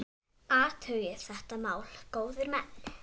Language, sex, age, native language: Icelandic, female, 9, Icelandic